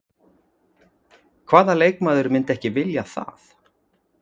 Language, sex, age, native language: Icelandic, male, 40-49, Icelandic